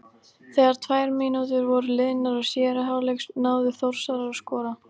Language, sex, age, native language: Icelandic, female, 18-19, Icelandic